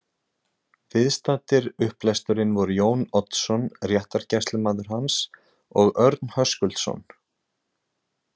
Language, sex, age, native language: Icelandic, male, 20-29, Icelandic